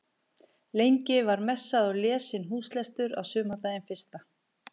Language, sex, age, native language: Icelandic, female, 50-59, Icelandic